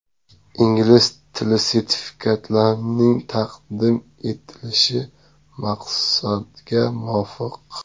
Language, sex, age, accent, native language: Uzbek, male, 25-34, Sirdaryo, Uzbek